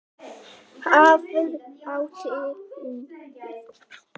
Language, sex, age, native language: Icelandic, male, 8, Icelandic